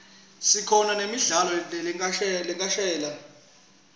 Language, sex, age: Swati, male, 26